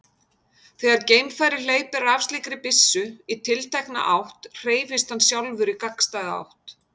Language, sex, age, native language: Icelandic, female, 50-59, Icelandic